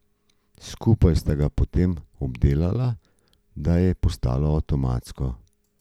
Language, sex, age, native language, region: Slovenian, male, 50-59, Slovenian, Gorenjska region